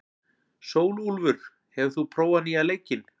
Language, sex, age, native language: Icelandic, male, 40-49, Icelandic